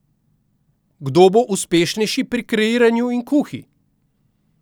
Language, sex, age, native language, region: Slovenian, male, 50-59, Slovenian, Central Slovenia